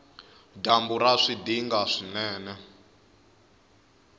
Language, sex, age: Tsonga, male, 21